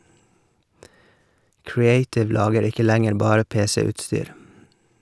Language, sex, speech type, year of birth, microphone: Norwegian, male, read, 1978, Shure